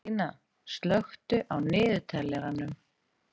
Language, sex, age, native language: Icelandic, female, 30-39, Icelandic